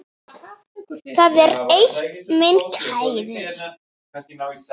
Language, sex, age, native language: Icelandic, female, 7, Icelandic